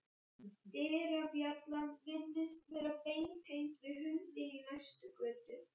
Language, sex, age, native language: Icelandic, female, 11, Icelandic